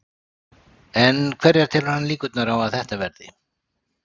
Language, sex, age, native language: Icelandic, male, 60-69, Icelandic